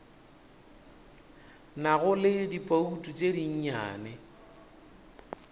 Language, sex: Northern Sotho, male